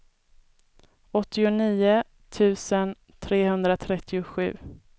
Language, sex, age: Swedish, female, 24